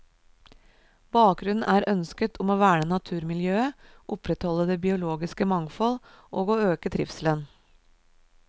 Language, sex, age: Norwegian, female, 37